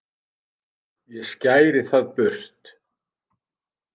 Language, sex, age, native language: Icelandic, male, 50-59, Icelandic